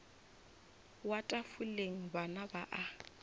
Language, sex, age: Northern Sotho, female, 24